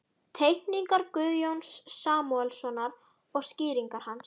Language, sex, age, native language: Icelandic, female, 12, Icelandic